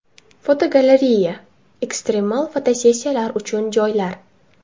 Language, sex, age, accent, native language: Uzbek, female, 19-29, Toshkent shahri, Uzbek